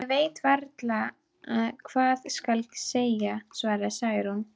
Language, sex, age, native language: Icelandic, female, 12, Icelandic